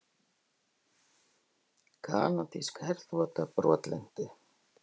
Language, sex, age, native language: Icelandic, female, 60-69, Icelandic